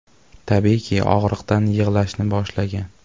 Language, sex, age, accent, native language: Uzbek, male, 18-24, Farg'ona, Uzbek